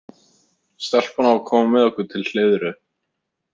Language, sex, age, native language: Icelandic, male, 30-39, Icelandic